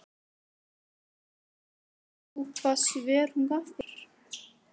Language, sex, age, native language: Icelandic, female, 13, Icelandic